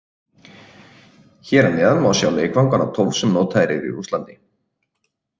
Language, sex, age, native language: Icelandic, male, 30-39, Icelandic